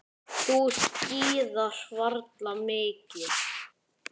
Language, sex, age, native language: Icelandic, male, 9, Icelandic